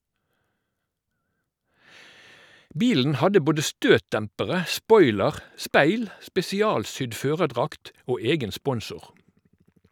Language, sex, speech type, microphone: Norwegian, male, read, Shure